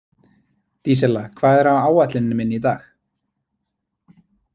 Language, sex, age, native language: Icelandic, male, 20-29, Icelandic